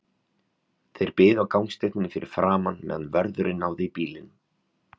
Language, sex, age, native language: Icelandic, male, 30-39, Icelandic